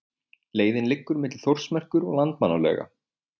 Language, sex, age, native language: Icelandic, male, 20-29, Icelandic